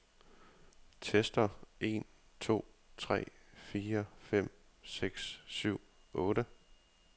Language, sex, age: Danish, male, 30